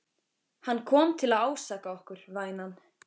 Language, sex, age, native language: Icelandic, female, 14, Icelandic